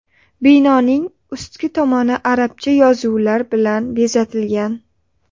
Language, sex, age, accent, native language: Uzbek, female, 18-24, Sirdaryo, Uzbek